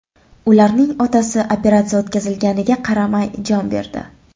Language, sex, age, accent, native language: Uzbek, female, 25-34, Toshkent shahri, Uzbek